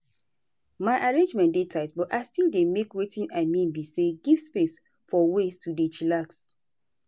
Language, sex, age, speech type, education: Nigerian Pidgin, female, 30-45, spontaneous, tertiary